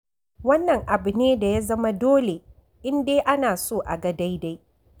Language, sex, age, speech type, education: Hausa, female, 46-60, read, tertiary